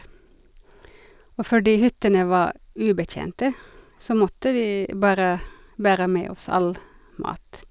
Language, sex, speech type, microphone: Norwegian, female, spontaneous, Sennheiser